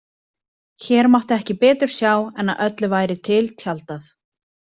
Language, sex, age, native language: Icelandic, female, 20-29, Icelandic